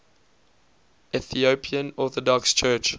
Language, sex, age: English, male, 20